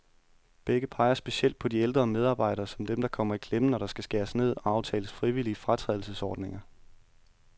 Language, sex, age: Danish, male, 31